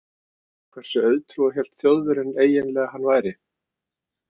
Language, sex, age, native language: Icelandic, male, 50-59, Icelandic